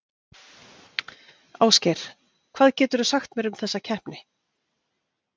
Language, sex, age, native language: Icelandic, female, 40-49, Icelandic